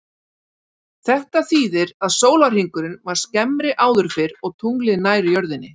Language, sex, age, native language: Icelandic, female, 40-49, Icelandic